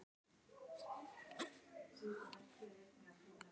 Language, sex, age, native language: Icelandic, male, 18-19, Icelandic